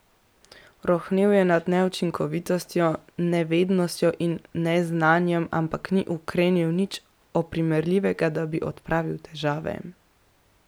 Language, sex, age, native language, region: Slovenian, female, 18-29, Slovenian, Central Slovenia